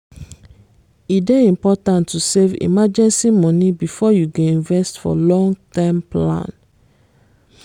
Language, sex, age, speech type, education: Nigerian Pidgin, female, 15-29, spontaneous, secondary